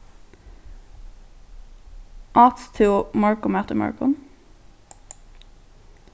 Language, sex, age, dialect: Faroese, female, 15-35, Norðurstreymoy/Eysturoy